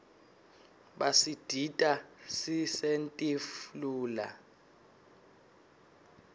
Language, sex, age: Swati, male, 19